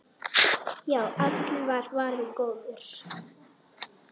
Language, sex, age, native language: Icelandic, other, 10, Icelandic